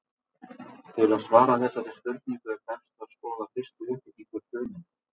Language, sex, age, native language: Icelandic, male, 40-49, Icelandic